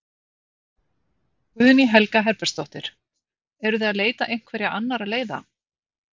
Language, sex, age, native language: Icelandic, female, 50-59, Icelandic